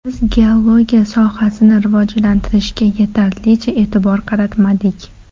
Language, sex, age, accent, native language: Uzbek, female, 18-24, Toshkent shahri, Uzbek